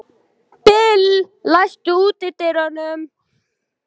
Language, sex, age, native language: Icelandic, male, 11, Icelandic